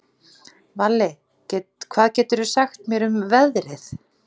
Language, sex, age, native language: Icelandic, female, 40-49, Icelandic